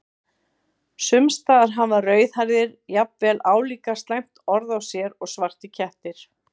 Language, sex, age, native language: Icelandic, female, 50-59, Icelandic